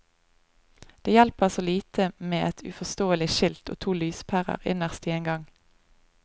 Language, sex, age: Norwegian, female, 25